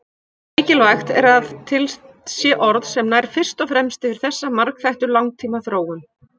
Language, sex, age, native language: Icelandic, female, 50-59, Icelandic